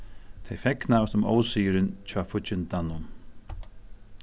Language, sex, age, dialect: Faroese, male, 36-60, Suðurstreymoy